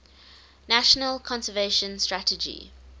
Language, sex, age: English, female, 19